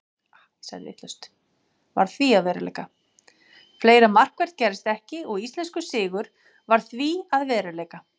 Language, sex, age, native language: Icelandic, female, 40-49, Icelandic